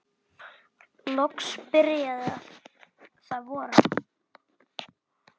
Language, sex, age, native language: Icelandic, male, 10, Icelandic